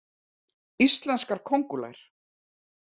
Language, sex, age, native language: Icelandic, female, 40-49, Icelandic